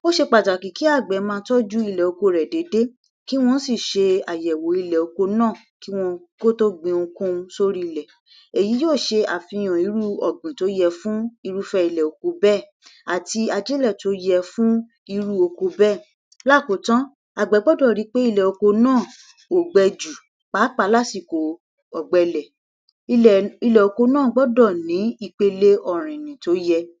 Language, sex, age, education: Yoruba, female, 60+, tertiary